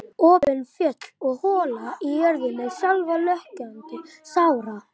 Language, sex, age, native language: Icelandic, male, 11, Icelandic